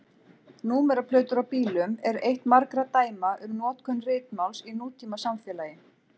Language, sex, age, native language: Icelandic, female, 40-49, Icelandic